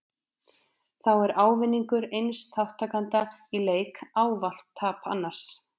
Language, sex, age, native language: Icelandic, female, 20-29, Icelandic